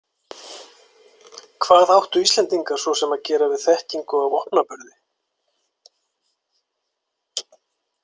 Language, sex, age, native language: Icelandic, male, 40-49, Icelandic